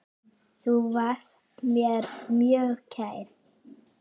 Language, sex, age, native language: Icelandic, female, 9, Icelandic